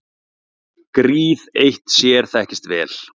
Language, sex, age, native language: Icelandic, male, 40-49, Icelandic